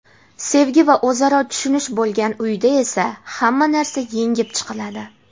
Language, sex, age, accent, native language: Uzbek, female, 18-24, Namangan, Uzbek